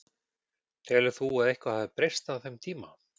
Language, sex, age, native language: Icelandic, male, 40-49, Icelandic